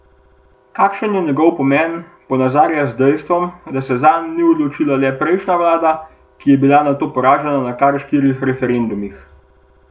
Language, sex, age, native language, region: Slovenian, male, 18-29, Slovenian, Gorenjska region